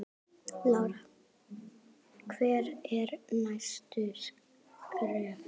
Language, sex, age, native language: Icelandic, female, 7, Icelandic